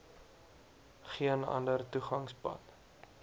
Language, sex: Afrikaans, male